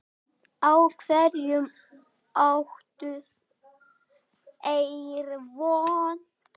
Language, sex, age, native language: Icelandic, male, 8, Icelandic